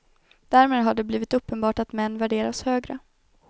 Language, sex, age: Swedish, female, 21